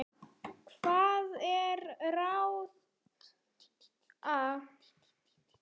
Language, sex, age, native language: Icelandic, female, 8, Icelandic